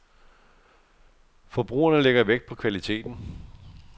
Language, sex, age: Danish, male, 48